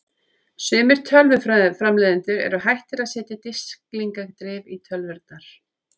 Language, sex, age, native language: Icelandic, female, 30-39, Icelandic